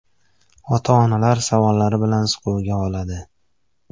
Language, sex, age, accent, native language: Uzbek, male, 18-24, Farg'ona, Uzbek